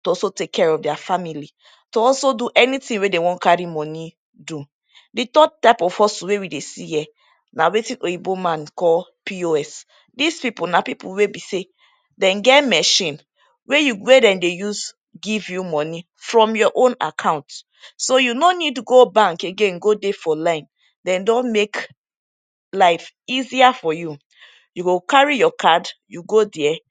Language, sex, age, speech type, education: Nigerian Pidgin, female, 15-29, spontaneous, tertiary